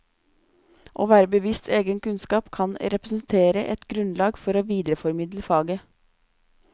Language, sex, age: Norwegian, female, 26